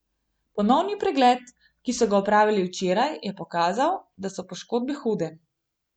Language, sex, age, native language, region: Slovenian, female, 18-29, Slovenian, Gorenjska region